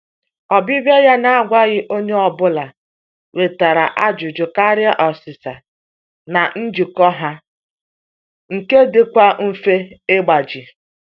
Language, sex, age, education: Igbo, female, 30-45, tertiary